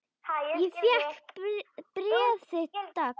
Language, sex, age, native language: Icelandic, other, 10, Icelandic